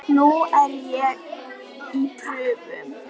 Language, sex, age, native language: Icelandic, female, 10, Icelandic